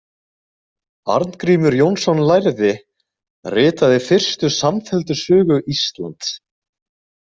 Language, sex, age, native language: Icelandic, male, 20-29, Icelandic